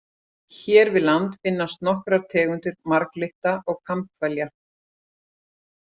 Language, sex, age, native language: Icelandic, female, 40-49, Icelandic